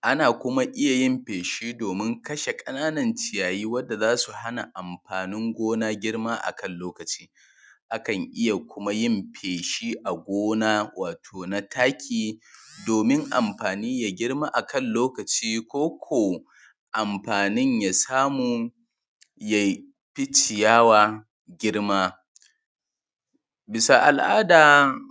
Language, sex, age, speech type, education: Hausa, male, 15-29, spontaneous, tertiary